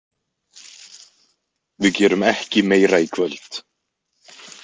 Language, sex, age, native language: Icelandic, male, 20-29, Icelandic